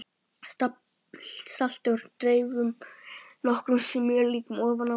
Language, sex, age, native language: Icelandic, male, 12, Icelandic